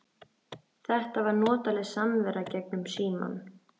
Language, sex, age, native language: Icelandic, female, 13, Icelandic